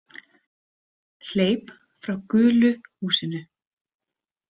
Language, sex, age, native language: Icelandic, female, 30-39, Icelandic